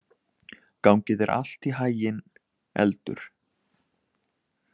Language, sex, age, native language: Icelandic, male, 20-29, Icelandic